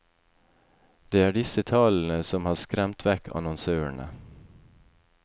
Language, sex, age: Norwegian, male, 28